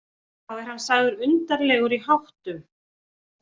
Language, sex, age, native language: Icelandic, female, 40-49, Icelandic